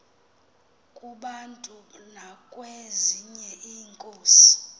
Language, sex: Xhosa, female